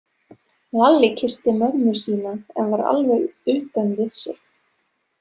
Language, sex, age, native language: Icelandic, female, 30-39, Serbo-Croatian